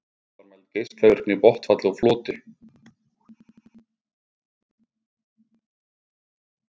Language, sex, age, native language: Icelandic, male, 50-59, Icelandic